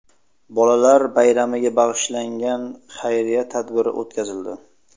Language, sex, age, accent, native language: Uzbek, male, 25-34, Sirdaryo, Uzbek